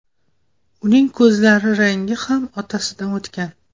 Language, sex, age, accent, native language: Uzbek, female, 18-24, Toshkent viloyati, Uzbek